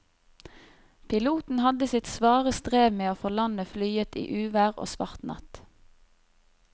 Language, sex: Norwegian, female